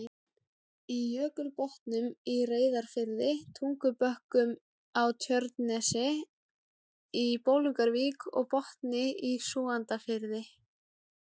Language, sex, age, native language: Icelandic, female, 17, Icelandic